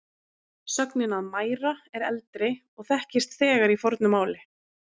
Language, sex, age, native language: Icelandic, female, 30-39, Icelandic